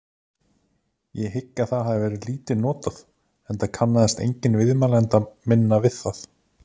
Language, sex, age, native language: Icelandic, male, 30-39, Icelandic